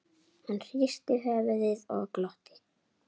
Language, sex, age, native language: Icelandic, female, 8, Icelandic